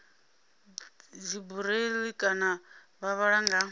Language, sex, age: Venda, female, 26